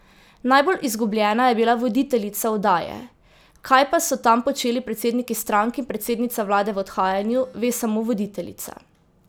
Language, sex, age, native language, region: Slovenian, female, 18-29, Slovenian, Drava region